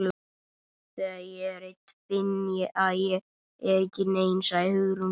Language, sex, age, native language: Icelandic, male, 18-19, Icelandic